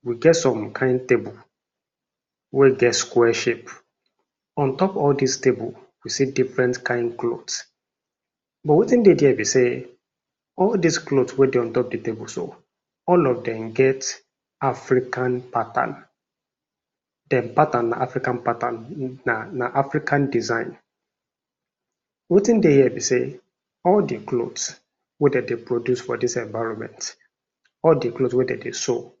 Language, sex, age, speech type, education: Nigerian Pidgin, male, 46-60, spontaneous, tertiary